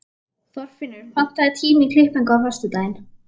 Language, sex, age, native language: Icelandic, female, 11, Icelandic